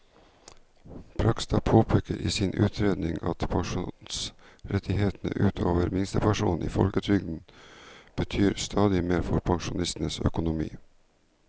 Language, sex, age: Norwegian, male, 49